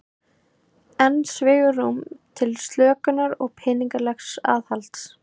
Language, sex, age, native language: Icelandic, female, 18-19, Icelandic